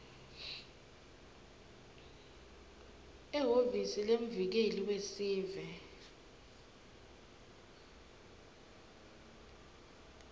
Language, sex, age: Swati, female, 19